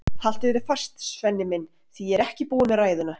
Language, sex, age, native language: Icelandic, female, 30-39, Icelandic